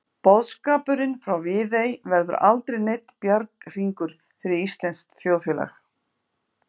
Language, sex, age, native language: Icelandic, female, 50-59, Icelandic